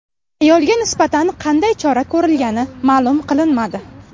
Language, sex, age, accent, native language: Uzbek, female, 18-24, Navoiy, Uzbek